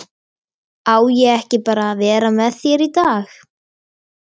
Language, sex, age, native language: Icelandic, female, 13, Icelandic